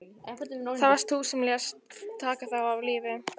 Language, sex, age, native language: Icelandic, female, 14, Icelandic